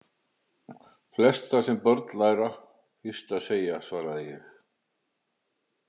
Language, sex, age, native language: Icelandic, male, 50-59, Icelandic